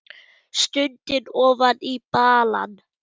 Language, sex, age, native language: Icelandic, male, 8, German